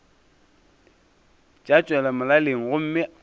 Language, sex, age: Northern Sotho, male, 24